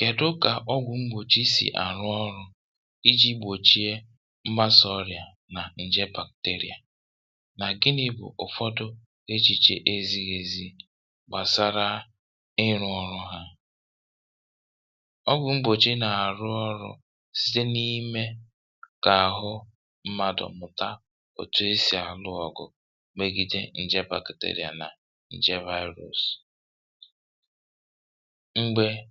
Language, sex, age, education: Igbo, male, 30-45, tertiary